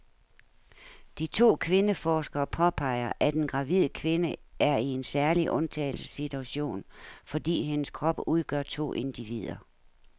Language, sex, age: Danish, female, 69